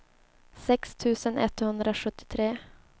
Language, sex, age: Swedish, female, 24